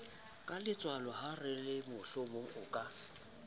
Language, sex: Southern Sotho, male